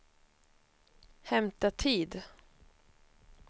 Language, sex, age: Swedish, female, 21